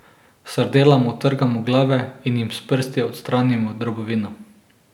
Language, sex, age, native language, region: Slovenian, male, 18-29, Slovenian, Drava region